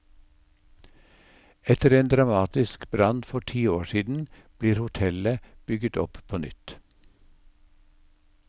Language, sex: Norwegian, male